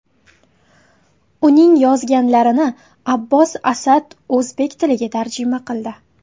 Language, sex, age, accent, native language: Uzbek, female, 18-24, Qashqadaryo, Uzbek